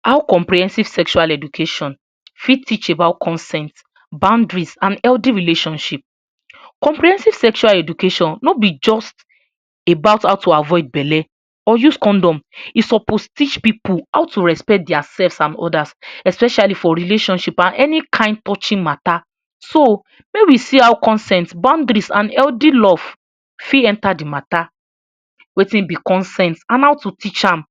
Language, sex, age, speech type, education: Nigerian Pidgin, female, 46-60, spontaneous, tertiary